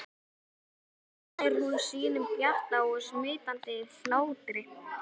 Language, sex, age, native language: Icelandic, male, 11, Icelandic